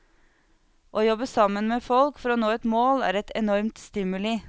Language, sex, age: Norwegian, female, 36